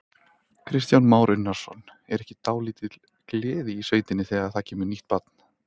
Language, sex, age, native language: Icelandic, male, 30-39, Icelandic